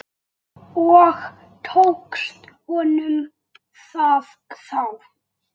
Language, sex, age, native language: Icelandic, male, 8, Icelandic